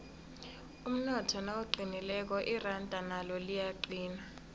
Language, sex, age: South Ndebele, female, 22